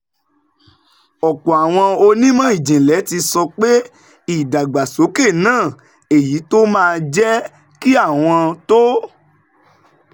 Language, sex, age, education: Yoruba, male, 30-45, tertiary